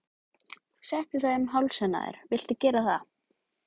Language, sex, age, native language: Icelandic, male, 12, Icelandic